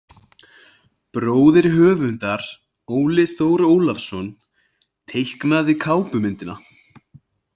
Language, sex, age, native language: Icelandic, male, 20-29, Icelandic